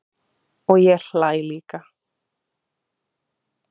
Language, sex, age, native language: Icelandic, female, 30-39, Icelandic